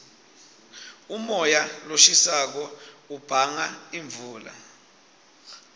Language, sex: Swati, male